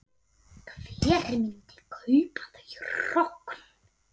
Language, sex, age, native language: Icelandic, female, 8, Icelandic